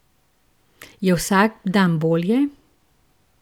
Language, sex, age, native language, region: Slovenian, female, 50-59, Slovenian, Central Slovenia